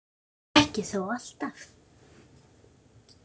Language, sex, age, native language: Icelandic, female, 9, Icelandic